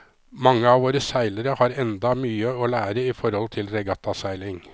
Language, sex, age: Norwegian, male, 53